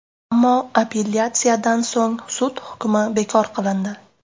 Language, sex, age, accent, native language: Uzbek, female, 18-24, Namangan, Uzbek